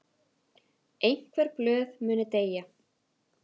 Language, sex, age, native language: Icelandic, female, 30-39, Icelandic